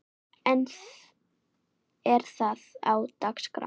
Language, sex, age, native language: Icelandic, female, 9, Icelandic